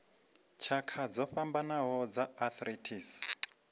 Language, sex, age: Venda, male, 25